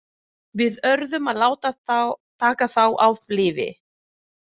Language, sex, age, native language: Icelandic, female, 40-49, Filipino